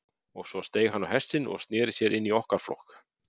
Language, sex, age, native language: Icelandic, male, 50-59, Icelandic